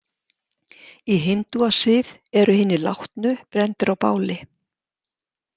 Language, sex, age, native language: Icelandic, female, 60-69, Icelandic